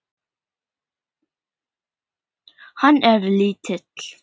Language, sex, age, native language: Icelandic, female, 10, Icelandic